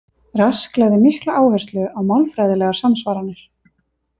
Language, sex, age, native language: Icelandic, female, 30-39, Icelandic